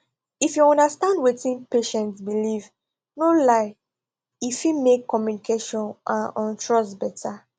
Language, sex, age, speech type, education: Nigerian Pidgin, female, 15-29, spontaneous, tertiary